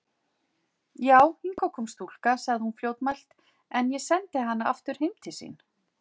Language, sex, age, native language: Icelandic, female, 40-49, Icelandic